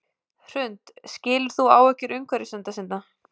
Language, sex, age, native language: Icelandic, female, 20-29, Icelandic